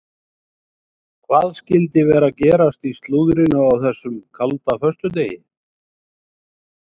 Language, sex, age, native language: Icelandic, male, 60-69, Icelandic